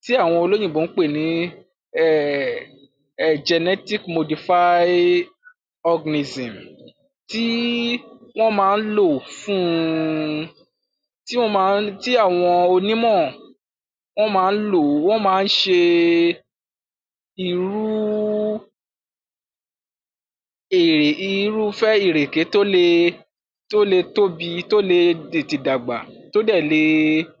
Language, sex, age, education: Yoruba, male, 46-60, tertiary